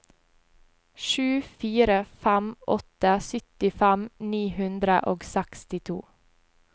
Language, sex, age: Norwegian, female, 20